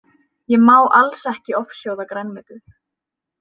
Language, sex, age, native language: Icelandic, female, 18-19, Icelandic